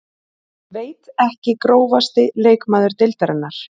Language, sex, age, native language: Icelandic, female, 20-29, Icelandic